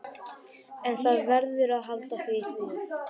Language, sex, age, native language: Icelandic, male, 12, Icelandic